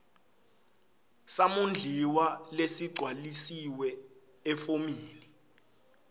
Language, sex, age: Swati, male, 18